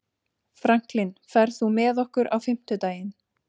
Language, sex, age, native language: Icelandic, female, 30-39, Icelandic